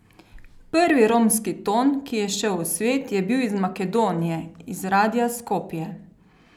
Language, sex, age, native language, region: Slovenian, female, 30-49, Slovenian, Carinthia region